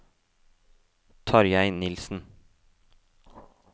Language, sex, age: Norwegian, male, 18